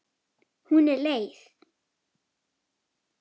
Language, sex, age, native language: Icelandic, female, 8, Icelandic